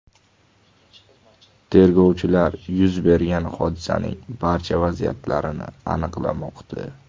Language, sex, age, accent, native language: Uzbek, male, 18-24, Toshkent shahri, Uzbek